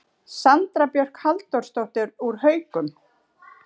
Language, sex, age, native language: Icelandic, female, 40-49, Icelandic